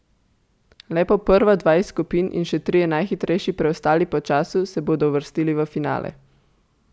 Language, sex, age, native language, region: Slovenian, female, 18-29, Slovenian, Central Slovenia